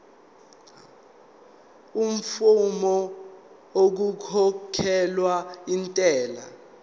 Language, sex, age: Zulu, male, 19